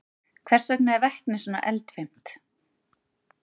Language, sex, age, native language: Icelandic, female, 40-49, Icelandic